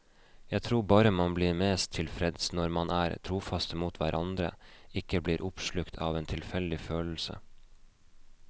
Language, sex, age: Norwegian, male, 29